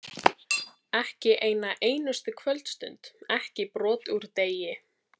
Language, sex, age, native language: Icelandic, female, 13, Icelandic